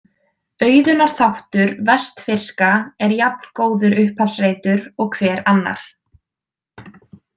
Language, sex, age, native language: Icelandic, female, 20-29, Icelandic